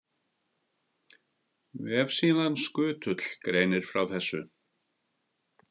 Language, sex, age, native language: Icelandic, male, 50-59, Icelandic